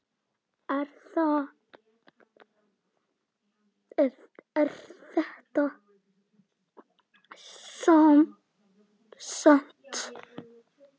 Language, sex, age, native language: Icelandic, male, 9, Icelandic